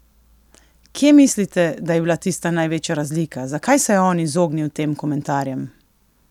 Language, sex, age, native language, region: Slovenian, female, 18-29, Slovenian, Coastal Karst region